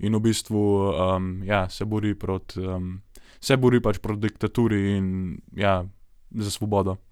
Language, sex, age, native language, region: Slovenian, male, 18-29, Slovenian, Gorenjska region